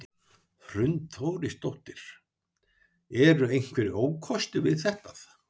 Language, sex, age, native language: Icelandic, male, 60-69, Icelandic